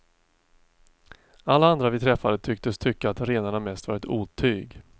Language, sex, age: Swedish, male, 42